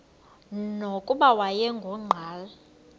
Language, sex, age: Xhosa, female, 26